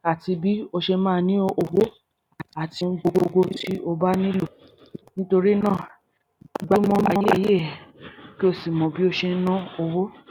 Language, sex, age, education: Yoruba, female, 30-45, primary